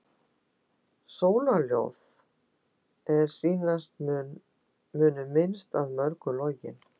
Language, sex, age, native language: Icelandic, female, 60-69, Icelandic